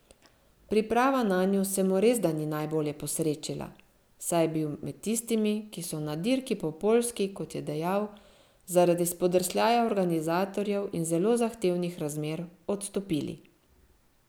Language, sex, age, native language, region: Slovenian, female, 50-59, Slovenian, Central Slovenia